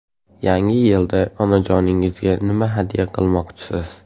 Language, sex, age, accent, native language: Uzbek, male, 18-24, Andijon, Uzbek